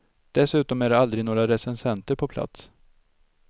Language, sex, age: Swedish, male, 32